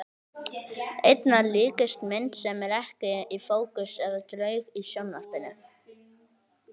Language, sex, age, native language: Icelandic, male, 18-19, Icelandic